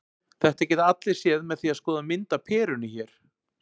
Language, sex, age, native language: Icelandic, male, 40-49, Icelandic